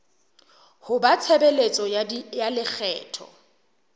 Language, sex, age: Southern Sotho, female, 23